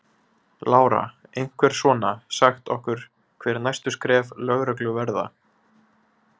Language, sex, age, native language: Icelandic, male, 20-29, Icelandic